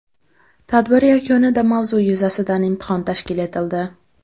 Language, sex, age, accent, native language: Uzbek, female, 18-24, Andijon, Uzbek